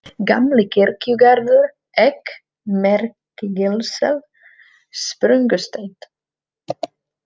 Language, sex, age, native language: Icelandic, female, 30-39, Czech